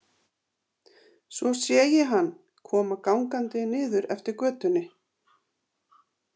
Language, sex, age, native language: Icelandic, female, 50-59, Icelandic